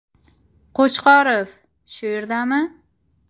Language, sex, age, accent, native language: Uzbek, female, 18-24, Qashqadaryo, Uzbek